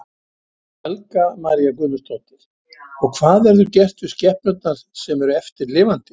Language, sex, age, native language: Icelandic, male, 70-79, Icelandic